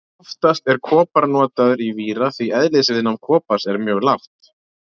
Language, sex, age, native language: Icelandic, male, 30-39, Icelandic